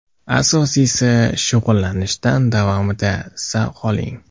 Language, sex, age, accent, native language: Uzbek, male, 18-24, Andijon, Uzbek